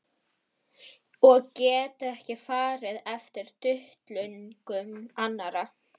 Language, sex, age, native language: Icelandic, female, 12, Icelandic